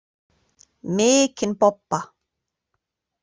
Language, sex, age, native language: Icelandic, female, 40-49, Icelandic